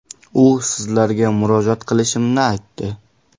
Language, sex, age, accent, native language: Uzbek, male, 18-24, Andijon, Uzbek